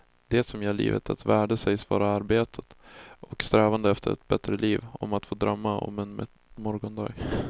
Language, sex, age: Swedish, male, 20